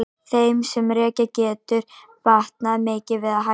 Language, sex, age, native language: Icelandic, female, 18-19, Icelandic